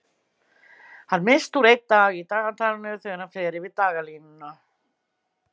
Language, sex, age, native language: Icelandic, female, 60-69, Icelandic